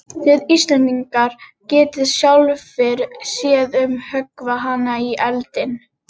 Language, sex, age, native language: Icelandic, female, 30-39, Icelandic